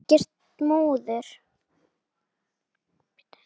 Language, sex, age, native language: Icelandic, female, 9, Icelandic